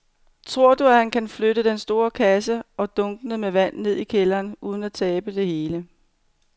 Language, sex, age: Danish, female, 45